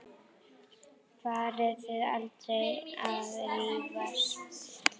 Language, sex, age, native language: Icelandic, female, 8, Icelandic